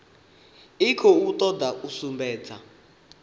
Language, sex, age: Venda, male, 18